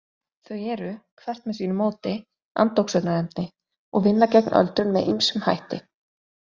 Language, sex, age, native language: Icelandic, female, 20-29, Icelandic